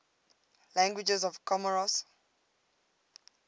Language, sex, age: English, female, 22